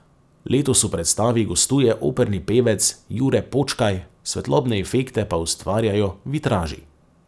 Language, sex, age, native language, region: Slovenian, male, 30-49, Slovenian, Savinja region